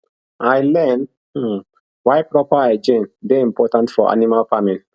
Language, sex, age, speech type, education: Nigerian Pidgin, male, 15-29, spontaneous, tertiary